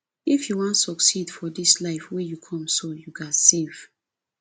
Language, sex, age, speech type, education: Nigerian Pidgin, female, 30-45, spontaneous, tertiary